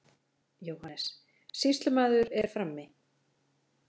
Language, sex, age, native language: Icelandic, female, 40-49, Icelandic